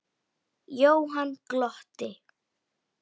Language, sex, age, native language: Icelandic, male, 8, Icelandic